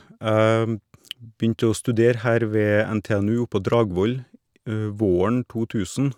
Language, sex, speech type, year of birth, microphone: Norwegian, male, spontaneous, 1979, Shure